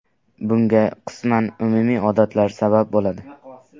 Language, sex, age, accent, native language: Uzbek, male, 18-24, Sirdaryo, Uzbek